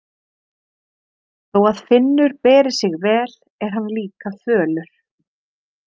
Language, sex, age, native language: Icelandic, female, 30-39, Icelandic